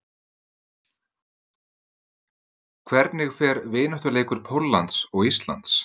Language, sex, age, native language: Icelandic, male, 30-39, Icelandic